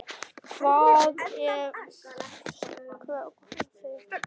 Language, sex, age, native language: Icelandic, male, 10, Icelandic